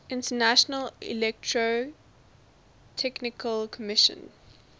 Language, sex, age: English, female, 19